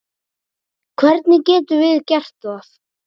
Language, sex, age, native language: Icelandic, male, 9, Icelandic